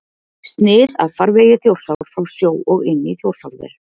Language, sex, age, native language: Icelandic, female, 50-59, Icelandic